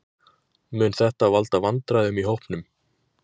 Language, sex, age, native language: Icelandic, male, 20-29, Icelandic